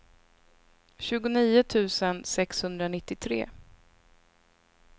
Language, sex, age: Swedish, female, 26